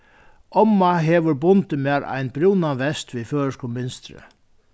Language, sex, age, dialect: Faroese, male, 61+, Vágar